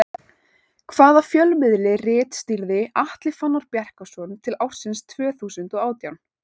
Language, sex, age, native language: Icelandic, female, 18-19, Icelandic